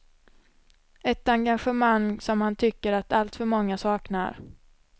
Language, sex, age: Swedish, female, 26